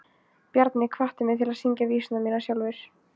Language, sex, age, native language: Icelandic, female, 15, Icelandic